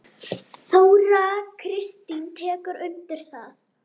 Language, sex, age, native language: Icelandic, female, 8, Icelandic